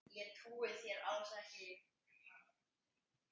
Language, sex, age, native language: Icelandic, male, 10, Icelandic